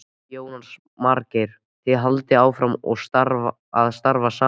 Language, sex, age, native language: Icelandic, male, 13, Icelandic